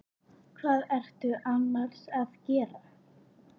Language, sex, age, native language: Icelandic, male, 8, Icelandic